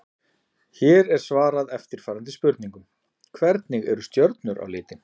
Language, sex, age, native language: Icelandic, male, 40-49, Icelandic